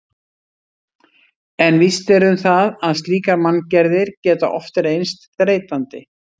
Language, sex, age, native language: Icelandic, female, 60-69, Icelandic